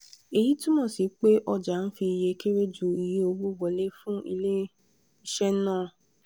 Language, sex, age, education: Yoruba, female, 15-29, tertiary